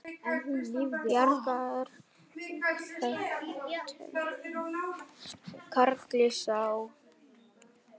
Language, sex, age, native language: Icelandic, male, 10, Vietnamese